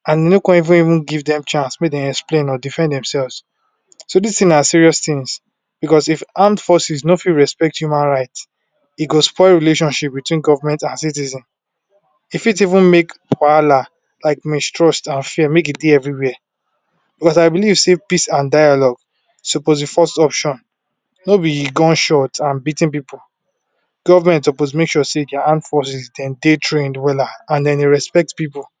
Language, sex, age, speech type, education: Nigerian Pidgin, male, 46-60, spontaneous, tertiary